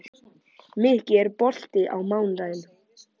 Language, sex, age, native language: Icelandic, male, 13, Icelandic